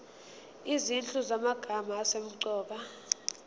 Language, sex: Zulu, female